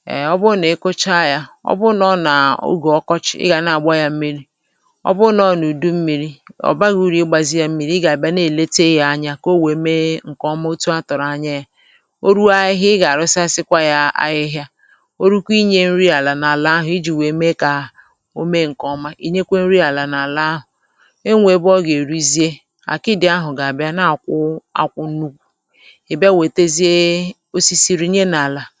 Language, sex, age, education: Igbo, male, 30-45, tertiary